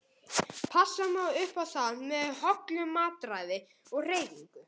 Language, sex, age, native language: Icelandic, male, 18-19, Icelandic